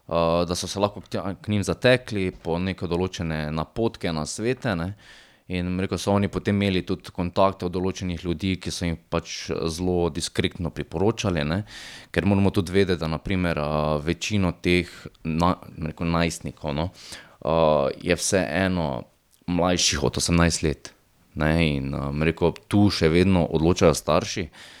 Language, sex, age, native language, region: Slovenian, male, 30-49, Slovenian, Drava region